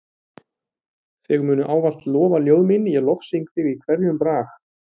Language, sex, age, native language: Icelandic, male, 30-39, Icelandic